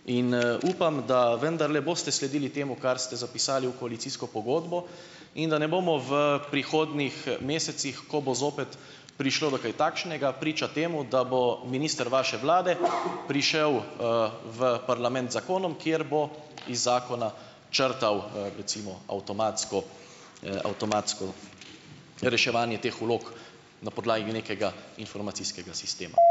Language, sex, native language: Slovenian, male, Slovenian